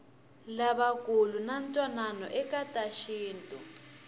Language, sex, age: Tsonga, female, 21